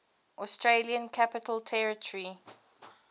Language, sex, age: English, female, 22